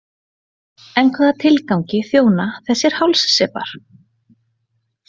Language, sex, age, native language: Icelandic, female, 40-49, Icelandic